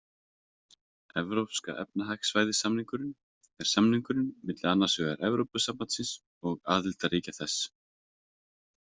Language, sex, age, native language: Icelandic, male, 30-39, Icelandic